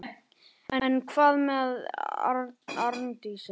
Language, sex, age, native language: Icelandic, male, 18-19, Icelandic